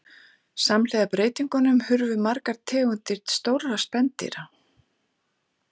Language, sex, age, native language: Icelandic, female, 40-49, Icelandic